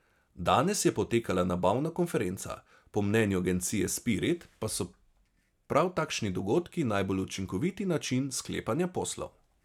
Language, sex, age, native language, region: Slovenian, male, 30-49, Slovenian, Savinja region